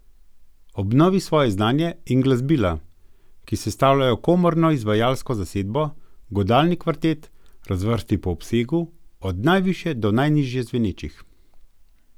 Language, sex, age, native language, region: Slovenian, male, 50-59, Slovenian, Gorenjska region